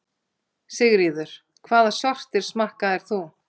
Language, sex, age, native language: Icelandic, female, 50-59, Icelandic